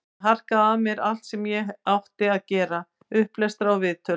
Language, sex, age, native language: Icelandic, female, 50-59, Icelandic